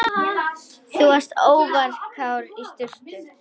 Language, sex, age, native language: Icelandic, female, 10, Icelandic